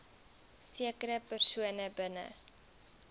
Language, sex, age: Afrikaans, female, 23